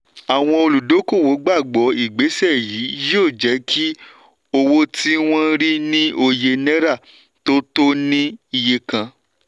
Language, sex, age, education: Yoruba, male, 15-29, tertiary